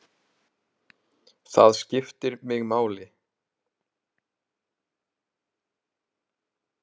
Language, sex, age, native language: Icelandic, male, 20-29, Icelandic